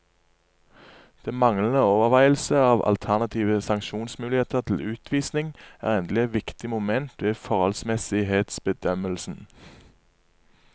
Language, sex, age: Norwegian, male, 27